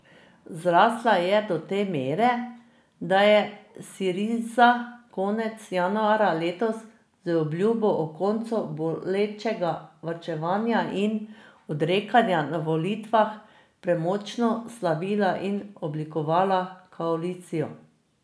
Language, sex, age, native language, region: Slovenian, female, 50-59, Slovenian, Drava region